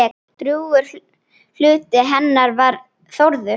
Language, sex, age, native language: Icelandic, female, 9, Icelandic